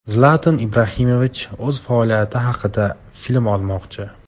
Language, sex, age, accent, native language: Uzbek, male, 18-24, Farg'ona, Tajik